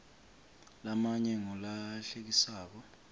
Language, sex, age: Swati, male, 25